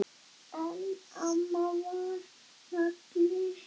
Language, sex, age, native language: Icelandic, female, 8, Icelandic